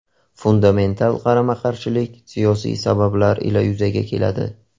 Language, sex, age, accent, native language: Uzbek, male, 18-24, Qashqadaryo, Uzbek